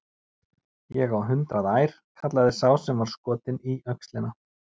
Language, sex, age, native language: Icelandic, male, 40-49, Icelandic